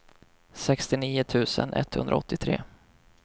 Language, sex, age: Swedish, male, 25